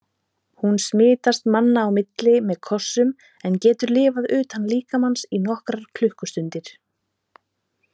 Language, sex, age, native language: Icelandic, female, 30-39, Icelandic